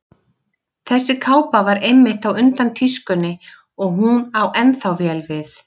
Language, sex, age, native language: Icelandic, female, 50-59, Icelandic